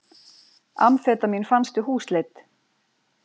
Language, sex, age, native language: Icelandic, female, 40-49, Icelandic